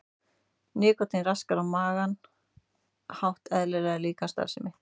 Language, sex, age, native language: Icelandic, female, 30-39, Icelandic